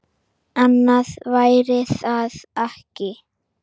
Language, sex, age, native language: Icelandic, female, 9, Icelandic